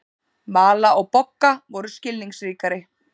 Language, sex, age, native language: Icelandic, female, 30-39, Icelandic